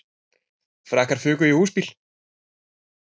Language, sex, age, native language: Icelandic, male, 20-29, Icelandic